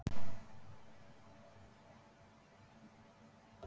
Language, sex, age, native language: Icelandic, female, 50-59, Icelandic